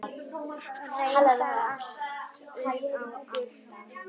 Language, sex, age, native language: Icelandic, female, 9, Icelandic